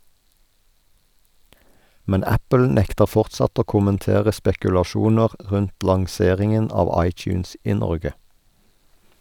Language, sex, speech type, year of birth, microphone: Norwegian, male, read, 1972, Sennheiser